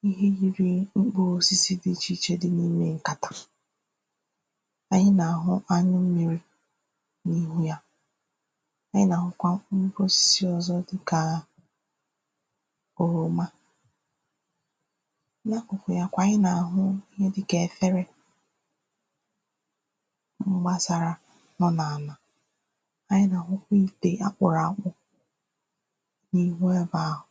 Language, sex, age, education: Igbo, female, 15-29, tertiary